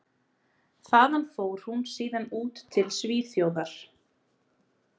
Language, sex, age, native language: Icelandic, female, 30-39, Icelandic